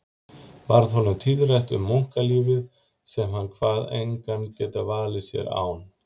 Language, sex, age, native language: Icelandic, male, 50-59, Icelandic